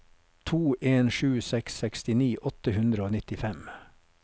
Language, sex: Norwegian, male